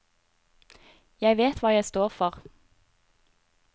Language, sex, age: Norwegian, female, 30